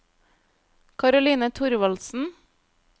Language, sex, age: Norwegian, female, 25